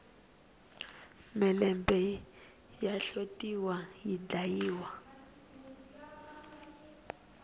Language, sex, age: Tsonga, female, 19